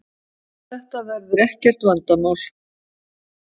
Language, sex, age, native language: Icelandic, female, 50-59, Icelandic